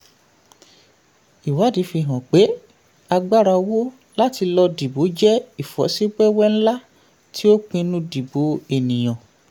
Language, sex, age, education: Yoruba, male, 15-29, tertiary